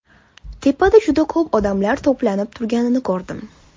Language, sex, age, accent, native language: Uzbek, female, 19-29, Toshkent shahri, Uzbek